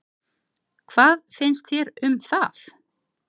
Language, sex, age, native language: Icelandic, other, 50-59, Icelandic